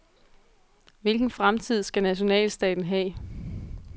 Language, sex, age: Danish, female, 22